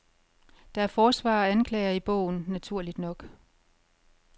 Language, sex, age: Danish, female, 51